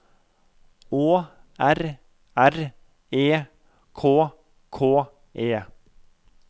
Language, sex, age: Norwegian, male, 32